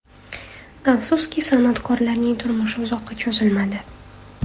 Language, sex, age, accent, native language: Uzbek, female, 25-34, Toshkent shahri, Uzbek